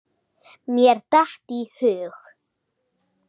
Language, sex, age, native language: Icelandic, female, 9, Icelandic